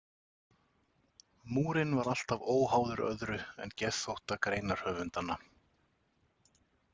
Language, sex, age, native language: Icelandic, male, 40-49, Icelandic